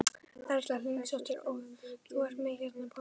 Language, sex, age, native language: Icelandic, female, 12, Icelandic